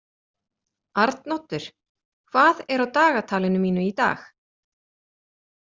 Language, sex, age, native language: Icelandic, female, 40-49, Icelandic